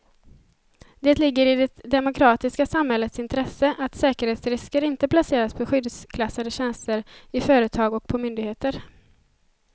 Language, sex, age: Swedish, female, 20